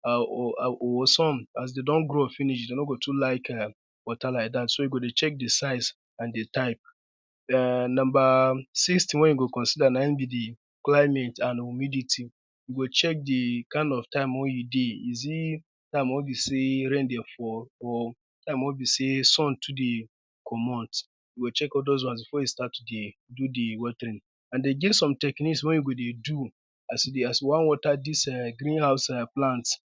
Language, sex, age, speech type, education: Nigerian Pidgin, male, 15-29, spontaneous, tertiary